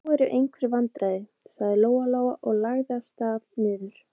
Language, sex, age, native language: Icelandic, female, 20-29, Icelandic